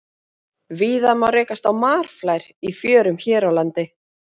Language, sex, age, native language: Icelandic, female, 40-49, Icelandic